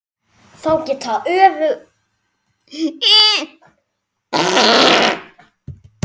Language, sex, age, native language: Icelandic, female, 10, Icelandic